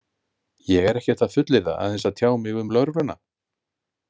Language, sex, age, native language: Icelandic, male, 50-59, Icelandic